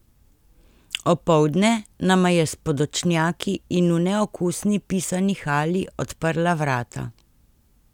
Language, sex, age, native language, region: Slovenian, female, 50-59, Slovenian, Central Slovenia